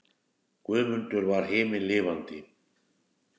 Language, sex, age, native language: Icelandic, male, 60-69, Icelandic